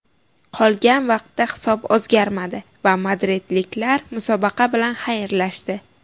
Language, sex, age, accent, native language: Uzbek, female, 19-29, Buxoro, Uzbek